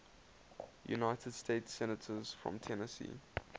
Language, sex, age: English, male, 19